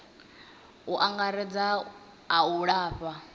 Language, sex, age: Venda, female, 20